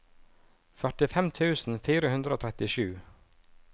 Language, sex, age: Norwegian, male, 37